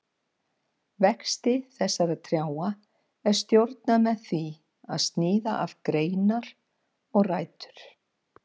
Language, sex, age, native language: Icelandic, female, 50-59, Icelandic